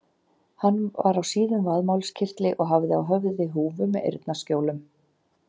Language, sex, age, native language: Icelandic, female, 40-49, Icelandic